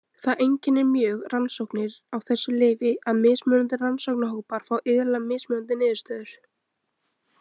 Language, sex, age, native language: Icelandic, female, 20-29, Icelandic